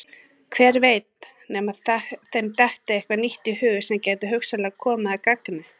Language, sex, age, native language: Icelandic, female, 30-39, Icelandic